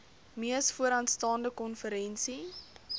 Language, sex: Afrikaans, female